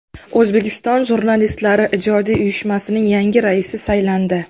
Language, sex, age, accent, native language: Uzbek, female, 19-29, Qashqadaryo, Uzbek